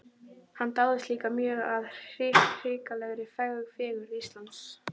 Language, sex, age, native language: Icelandic, female, 12, Icelandic